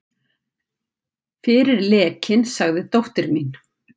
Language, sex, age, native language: Icelandic, female, 50-59, Icelandic